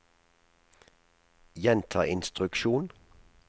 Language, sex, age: Norwegian, male, 37